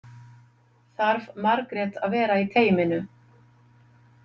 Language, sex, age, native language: Icelandic, female, 50-59, Icelandic